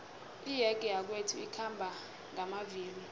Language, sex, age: South Ndebele, female, 22